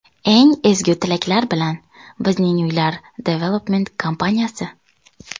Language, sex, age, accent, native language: Uzbek, female, 19-29, Toshkent viloyati, Uzbek